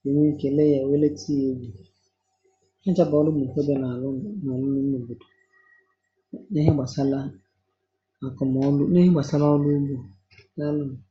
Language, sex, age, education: Igbo, female, 30-45, tertiary